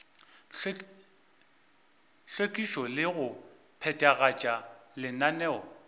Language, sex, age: Northern Sotho, male, 24